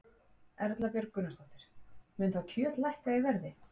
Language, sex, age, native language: Icelandic, female, 40-49, Icelandic